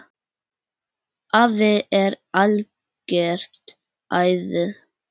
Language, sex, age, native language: Icelandic, female, 10, Icelandic